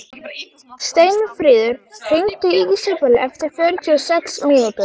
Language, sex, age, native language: Icelandic, female, 13, Icelandic